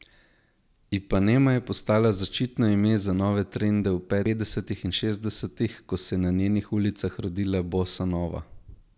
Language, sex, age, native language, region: Slovenian, male, 18-29, Slovenian, Zasavska region